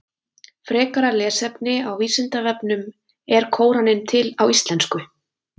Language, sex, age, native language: Icelandic, female, 20-29, Icelandic